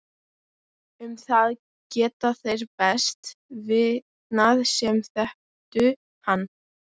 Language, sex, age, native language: Icelandic, other, 12, Icelandic